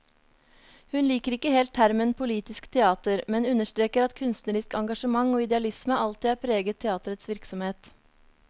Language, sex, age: Norwegian, female, 30